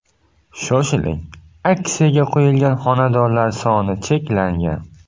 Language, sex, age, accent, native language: Uzbek, male, 18-24, Buxoro, Uzbek